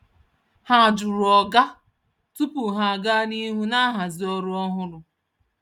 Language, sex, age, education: Igbo, female, 30-45, tertiary